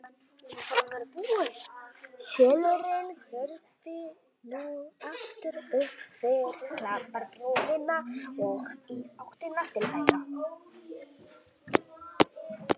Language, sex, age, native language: Icelandic, female, 18-19, Icelandic